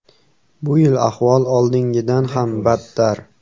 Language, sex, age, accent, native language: Uzbek, male, 18-24, Farg'ona, Uzbek